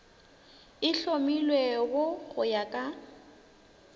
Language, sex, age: Northern Sotho, female, 19